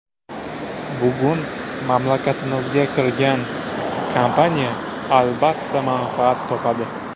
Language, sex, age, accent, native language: Uzbek, male, 18-24, Buxoro, Uzbek